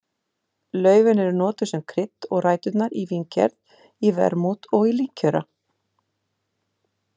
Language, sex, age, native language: Icelandic, female, 50-59, Icelandic